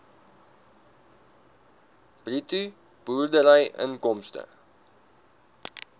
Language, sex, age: Afrikaans, male, 19